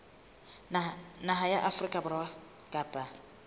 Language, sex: Southern Sotho, female